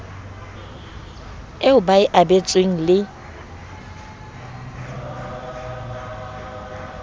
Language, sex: Southern Sotho, female